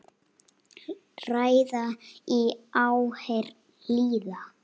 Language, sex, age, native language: Icelandic, female, 8, Icelandic